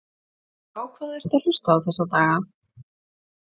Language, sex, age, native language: Icelandic, female, 40-49, Icelandic